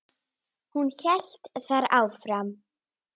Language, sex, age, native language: Icelandic, female, 9, Icelandic